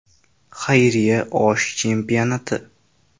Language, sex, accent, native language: Uzbek, male, Toshkent shahri, Uzbek